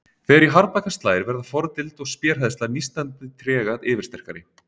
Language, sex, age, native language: Icelandic, male, 30-39, Icelandic